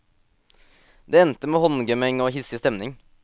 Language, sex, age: Norwegian, male, 18